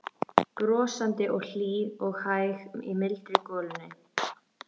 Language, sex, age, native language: Icelandic, female, 13, Icelandic